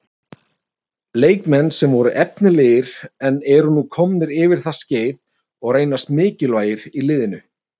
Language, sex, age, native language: Icelandic, male, 30-39, Icelandic